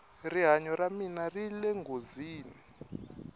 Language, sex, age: Tsonga, male, 21